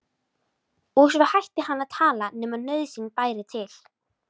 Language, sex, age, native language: Icelandic, female, 13, Icelandic